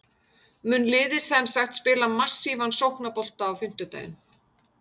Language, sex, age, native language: Icelandic, female, 50-59, Icelandic